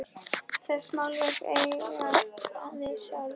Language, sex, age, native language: Icelandic, female, 10, Icelandic